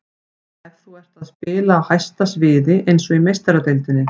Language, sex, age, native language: Icelandic, female, 50-59, Icelandic